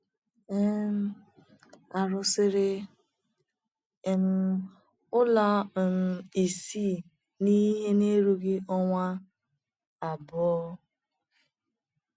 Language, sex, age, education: Igbo, female, 15-29, tertiary